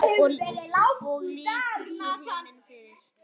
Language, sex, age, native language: Icelandic, male, 9, Icelandic